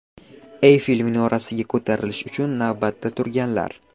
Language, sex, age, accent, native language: Uzbek, male, 12-17, Qashqadaryo, Uzbek